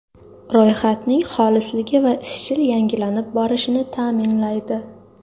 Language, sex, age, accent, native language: Uzbek, female, under 19, Toshkent shahri, Uzbek